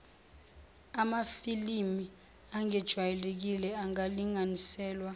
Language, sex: Zulu, female